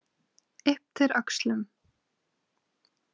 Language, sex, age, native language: Icelandic, female, 20-29, Icelandic